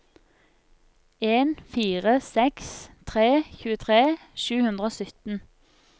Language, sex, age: Norwegian, female, 24